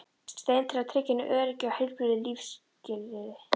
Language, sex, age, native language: Icelandic, female, 12, Icelandic